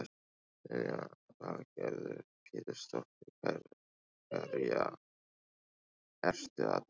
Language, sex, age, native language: Icelandic, male, 15, Icelandic